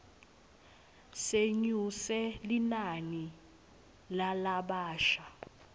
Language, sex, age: Swati, female, 20